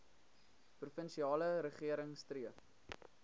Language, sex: Afrikaans, male